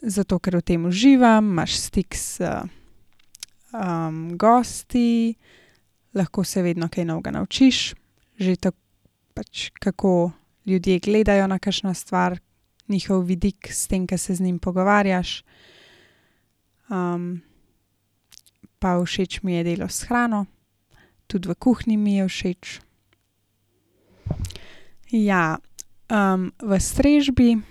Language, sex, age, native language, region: Slovenian, female, 18-29, Slovenian, Gorenjska region